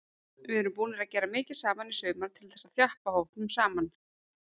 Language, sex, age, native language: Icelandic, female, 40-49, Icelandic